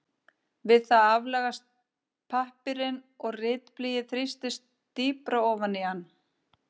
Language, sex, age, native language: Icelandic, female, 50-59, Icelandic